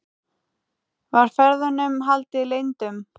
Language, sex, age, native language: Icelandic, female, 18-19, Icelandic